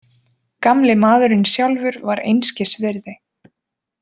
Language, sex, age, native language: Icelandic, female, 20-29, Icelandic